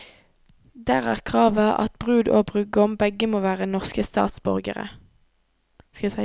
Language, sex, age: Norwegian, female, 18